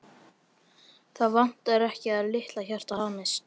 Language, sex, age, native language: Icelandic, male, 13, Icelandic